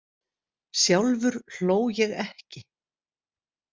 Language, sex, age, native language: Icelandic, female, 60-69, Icelandic